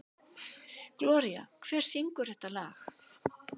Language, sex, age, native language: Icelandic, female, 60-69, Icelandic